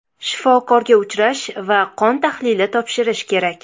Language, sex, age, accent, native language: Uzbek, female, 18-24, Toshkent shahri, Uzbek